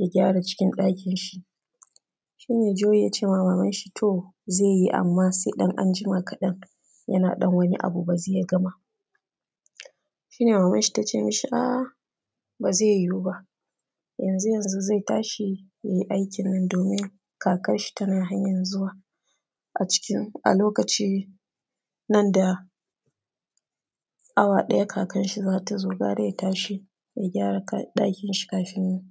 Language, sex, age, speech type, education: Hausa, female, 30-45, spontaneous, secondary